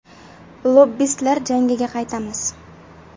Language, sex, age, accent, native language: Uzbek, female, 18-24, Andijon, Uzbek